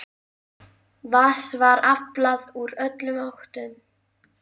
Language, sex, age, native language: Icelandic, female, 11, Icelandic